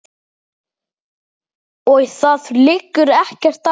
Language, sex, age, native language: Icelandic, male, 7, Icelandic